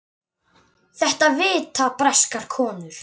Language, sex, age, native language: Icelandic, male, 9, Icelandic